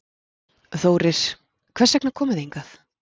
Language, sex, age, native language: Icelandic, female, 40-49, Icelandic